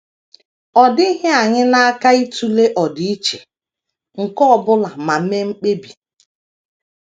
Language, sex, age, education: Igbo, female, 30-45, tertiary